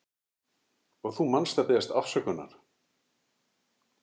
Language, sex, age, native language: Icelandic, male, 60-69, Icelandic